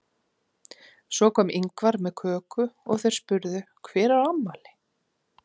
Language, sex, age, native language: Icelandic, female, 40-49, Icelandic